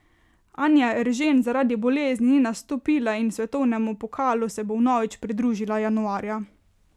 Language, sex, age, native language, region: Slovenian, female, 18-29, Slovenian, Carinthia region